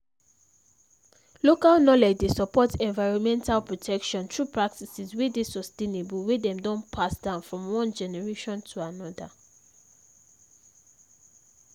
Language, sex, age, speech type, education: Nigerian Pidgin, female, 15-29, spontaneous, tertiary